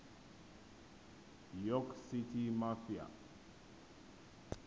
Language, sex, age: Xhosa, male, 24